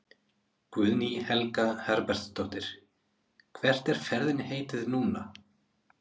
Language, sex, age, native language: Icelandic, male, 30-39, Icelandic